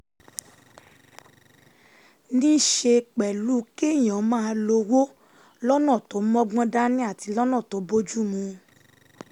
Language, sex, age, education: Yoruba, female, 15-29, tertiary